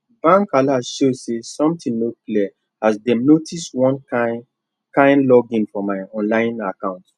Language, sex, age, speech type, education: Nigerian Pidgin, male, 15-29, spontaneous, tertiary